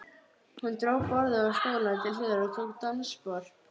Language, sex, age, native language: Icelandic, female, 12, Icelandic